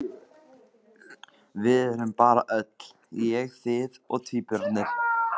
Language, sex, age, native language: Icelandic, male, 15, Icelandic